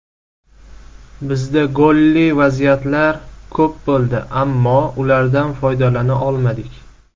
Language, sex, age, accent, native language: Uzbek, male, 19-29, Samarqand, Uzbek